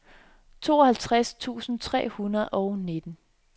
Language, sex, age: Danish, female, 26